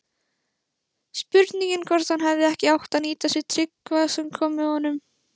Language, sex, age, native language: Icelandic, female, 16, Icelandic